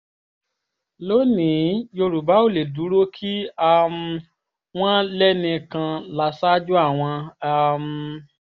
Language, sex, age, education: Yoruba, female, 15-29, tertiary